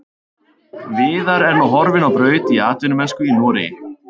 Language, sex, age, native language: Icelandic, male, 30-39, Icelandic